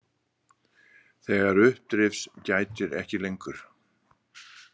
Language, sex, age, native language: Icelandic, male, 60-69, Icelandic